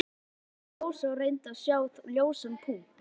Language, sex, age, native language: Icelandic, male, 11, Icelandic